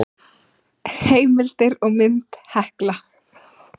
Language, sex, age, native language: Icelandic, female, 30-39, Icelandic